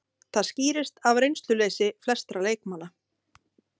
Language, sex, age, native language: Icelandic, female, 30-39, Icelandic